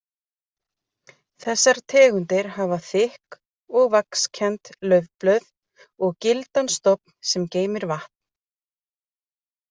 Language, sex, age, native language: Icelandic, female, 40-49, Icelandic